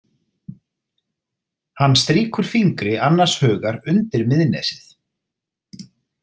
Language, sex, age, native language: Icelandic, male, 30-39, Icelandic